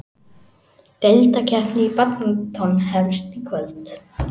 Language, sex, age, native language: Icelandic, male, 18-19, Icelandic